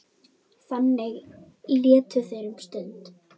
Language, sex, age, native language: Icelandic, female, 10, Icelandic